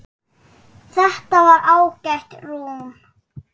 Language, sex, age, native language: Icelandic, female, 6, Icelandic